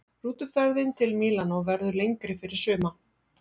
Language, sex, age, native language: Icelandic, female, 40-49, Icelandic